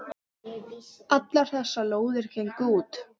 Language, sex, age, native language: Icelandic, female, 10, English